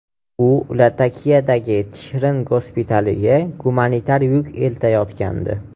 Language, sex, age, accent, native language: Uzbek, male, 18-24, Farg'ona, Uzbek